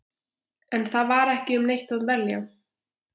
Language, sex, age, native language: Icelandic, female, 11, Icelandic